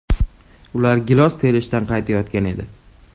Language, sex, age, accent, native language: Uzbek, male, 18-24, Andijon, Uzbek